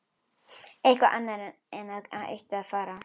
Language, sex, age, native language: Icelandic, female, 11, Icelandic